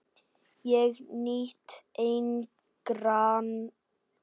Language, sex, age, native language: Icelandic, female, 9, Icelandic